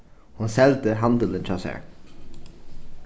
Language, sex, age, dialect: Faroese, male, 15-35, Norðuroyggjar